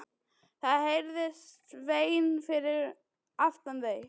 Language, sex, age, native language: Icelandic, female, 12, Icelandic